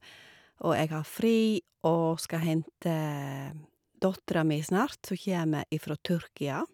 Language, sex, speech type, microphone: Norwegian, female, spontaneous, Shure